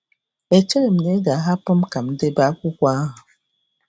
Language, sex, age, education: Igbo, female, 46-60, tertiary